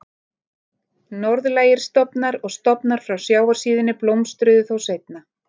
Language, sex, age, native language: Icelandic, female, 30-39, Icelandic